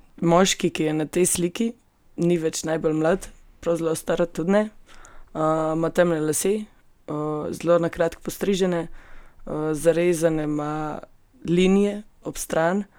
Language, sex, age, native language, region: Slovenian, female, 18-29, Slovenian, Gorenjska region